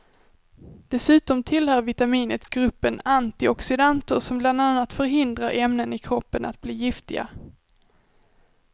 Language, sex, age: Swedish, female, 23